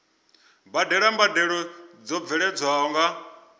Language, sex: Venda, male